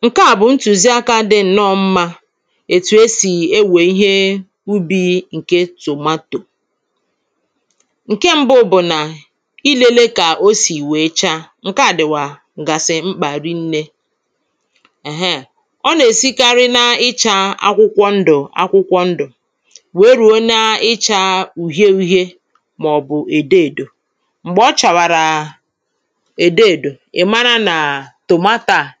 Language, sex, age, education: Igbo, female, 15-29, tertiary